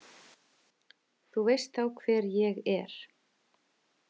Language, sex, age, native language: Icelandic, female, 30-39, Icelandic